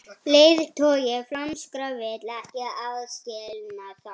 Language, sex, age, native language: Icelandic, female, 18-19, Icelandic